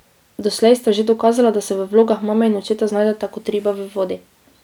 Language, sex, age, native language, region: Slovenian, female, 18-29, Slovenian, Drava region